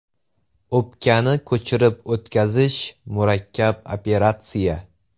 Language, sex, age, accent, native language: Uzbek, male, 18-24, Toshkent viloyati, Uzbek